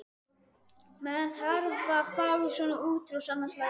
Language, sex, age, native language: Icelandic, male, 12, Icelandic